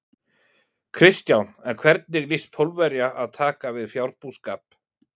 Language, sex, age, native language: Icelandic, male, 40-49, Icelandic